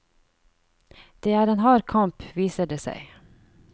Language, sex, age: Norwegian, female, 49